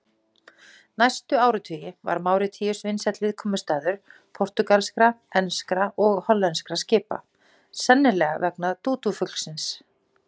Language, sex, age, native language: Icelandic, female, 40-49, Icelandic